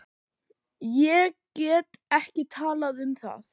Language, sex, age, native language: Icelandic, male, 11, Icelandic